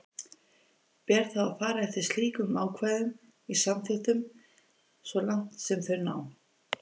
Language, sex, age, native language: Icelandic, female, 50-59, Icelandic